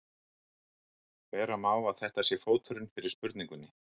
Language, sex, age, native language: Icelandic, male, 60-69, Icelandic